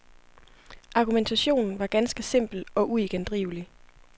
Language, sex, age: Danish, female, 25